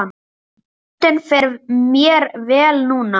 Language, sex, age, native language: Icelandic, male, 10, Icelandic